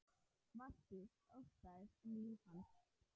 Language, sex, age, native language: Icelandic, female, 10, Icelandic